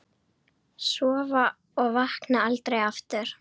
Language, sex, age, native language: Icelandic, female, 9, Icelandic